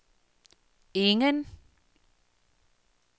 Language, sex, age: Danish, female, 58